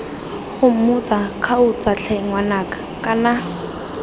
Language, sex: Tswana, female